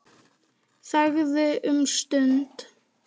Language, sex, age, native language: Icelandic, female, 9, Icelandic